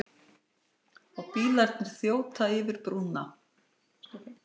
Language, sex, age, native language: Icelandic, female, 60-69, Icelandic